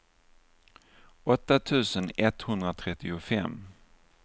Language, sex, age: Swedish, male, 49